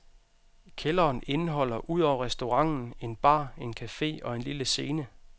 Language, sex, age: Danish, male, 32